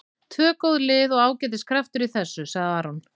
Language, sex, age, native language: Icelandic, female, 40-49, Icelandic